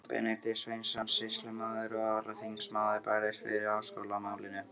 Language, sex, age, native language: Icelandic, male, 13, Icelandic